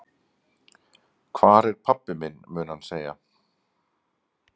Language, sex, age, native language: Icelandic, male, 40-49, Icelandic